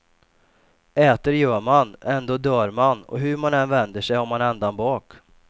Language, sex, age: Swedish, male, 28